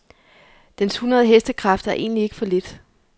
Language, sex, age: Danish, female, 34